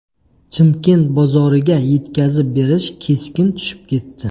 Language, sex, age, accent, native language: Uzbek, male, 25-34, Qashqadaryo, Uzbek